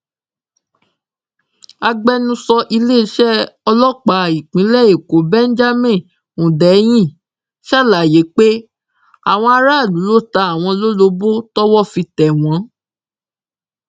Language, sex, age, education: Yoruba, female, 15-29, tertiary